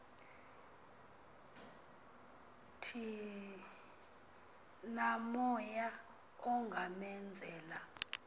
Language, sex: Xhosa, female